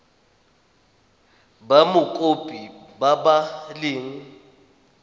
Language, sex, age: Tswana, male, 21